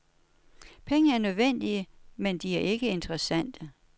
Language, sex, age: Danish, female, 61